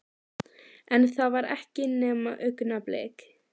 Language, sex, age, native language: Icelandic, female, 12, Icelandic